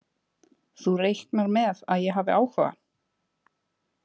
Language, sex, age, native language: Icelandic, female, 20-29, Icelandic